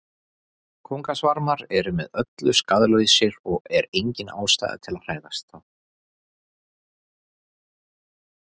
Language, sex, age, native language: Icelandic, male, 40-49, Icelandic